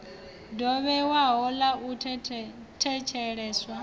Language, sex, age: Venda, female, 28